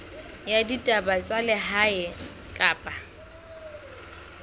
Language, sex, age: Southern Sotho, female, 25